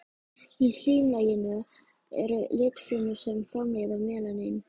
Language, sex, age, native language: Icelandic, female, 14, Icelandic